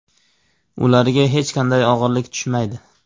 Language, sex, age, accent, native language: Uzbek, male, 18-24, Andijon, Uzbek